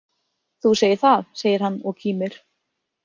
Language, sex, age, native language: Icelandic, female, 30-39, Icelandic